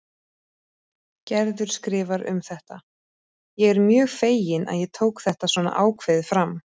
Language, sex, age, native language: Icelandic, female, 30-39, Icelandic